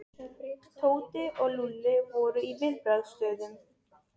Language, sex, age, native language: Icelandic, female, 12, Serbo-Croatian